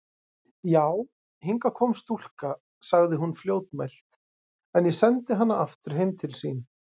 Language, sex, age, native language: Icelandic, male, 30-39, Icelandic